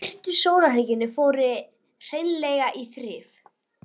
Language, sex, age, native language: Icelandic, female, 11, Icelandic